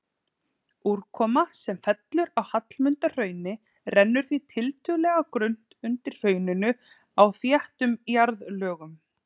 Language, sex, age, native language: Icelandic, female, 30-39, Icelandic